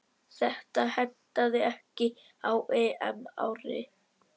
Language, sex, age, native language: Icelandic, male, 9, Icelandic